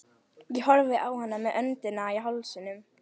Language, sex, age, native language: Icelandic, female, 11, Icelandic